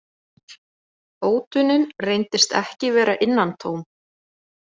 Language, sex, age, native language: Icelandic, female, 40-49, Icelandic